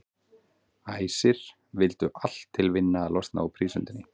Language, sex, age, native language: Icelandic, male, 40-49, Icelandic